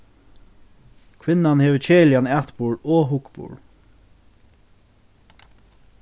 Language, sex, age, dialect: Faroese, male, 15-35, Norðurstreymoy/Eysturoy